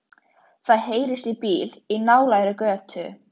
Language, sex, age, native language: Icelandic, female, 13, Icelandic